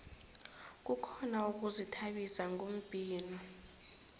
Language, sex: South Ndebele, female